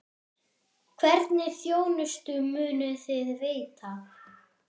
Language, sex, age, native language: Icelandic, male, 10, Icelandic